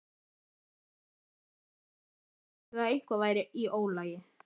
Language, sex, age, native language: Icelandic, female, 11, Icelandic